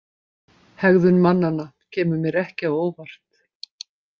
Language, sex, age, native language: Icelandic, female, 50-59, Icelandic